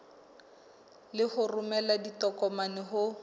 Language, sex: Southern Sotho, female